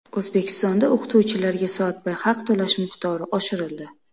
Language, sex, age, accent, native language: Uzbek, female, 25-34, Namangan, Uzbek